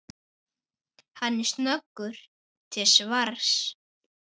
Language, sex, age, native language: Icelandic, male, 9, Icelandic